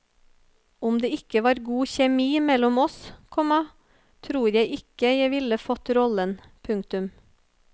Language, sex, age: Norwegian, female, 30